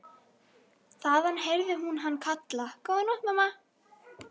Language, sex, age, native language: Icelandic, female, 12, Icelandic